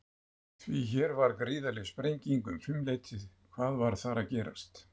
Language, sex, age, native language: Icelandic, male, 70-79, Icelandic